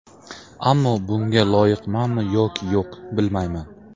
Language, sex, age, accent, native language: Uzbek, male, 25-34, Farg'ona, Uzbek